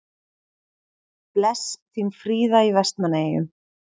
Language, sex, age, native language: Icelandic, female, 30-39, Icelandic